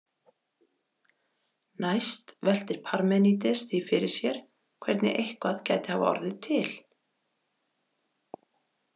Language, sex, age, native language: Icelandic, female, 40-49, Icelandic